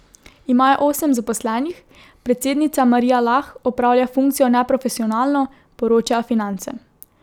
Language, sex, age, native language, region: Slovenian, female, 18-29, Slovenian, Drava region